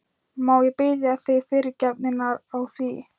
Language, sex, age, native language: Icelandic, female, 13, Thai